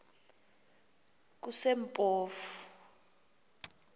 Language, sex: Xhosa, female